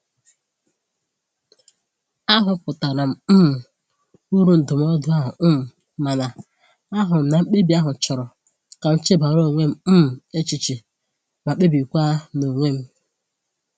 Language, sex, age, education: Igbo, female, 15-29, tertiary